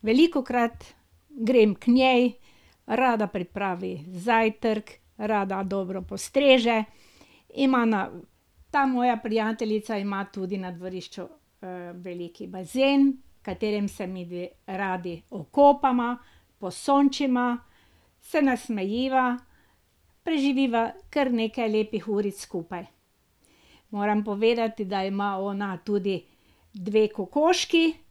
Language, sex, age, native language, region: Slovenian, female, 60+, Slovenian, Drava region